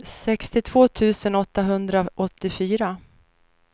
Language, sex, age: Swedish, female, 49